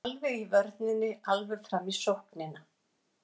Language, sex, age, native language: Icelandic, female, 60-69, Icelandic